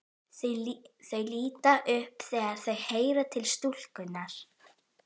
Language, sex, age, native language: Icelandic, female, 12, Icelandic